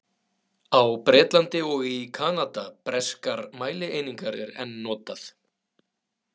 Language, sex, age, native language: Icelandic, male, 30-39, Icelandic